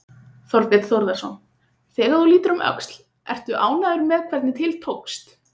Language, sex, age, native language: Icelandic, female, 20-29, Icelandic